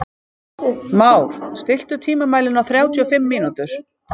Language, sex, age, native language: Icelandic, female, 50-59, Icelandic